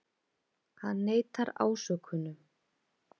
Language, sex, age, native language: Icelandic, female, 30-39, Icelandic